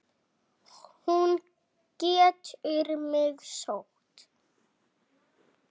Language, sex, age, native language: Icelandic, female, 6, Icelandic